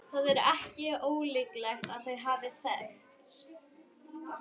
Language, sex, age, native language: Icelandic, female, 11, Icelandic